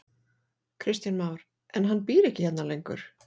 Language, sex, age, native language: Icelandic, female, 40-49, Icelandic